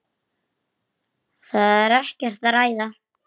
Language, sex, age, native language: Icelandic, female, 8, Icelandic